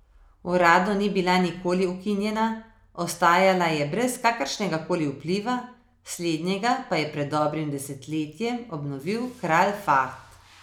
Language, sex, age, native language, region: Slovenian, female, 30-49, Slovenian, Savinja region